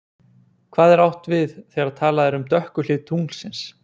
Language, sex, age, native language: Icelandic, male, 20-29, Icelandic